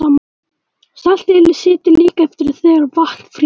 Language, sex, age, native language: Icelandic, male, 18-19, Icelandic